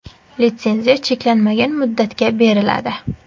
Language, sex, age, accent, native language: Uzbek, female, 19-29, Qashqadaryo, Uzbek